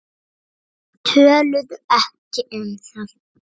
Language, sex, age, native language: Icelandic, female, 7, Icelandic